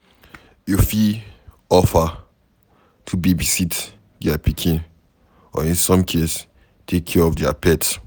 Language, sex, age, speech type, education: Nigerian Pidgin, male, 15-29, read, secondary